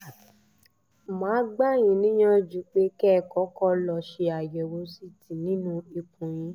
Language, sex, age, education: Yoruba, female, 30-45, tertiary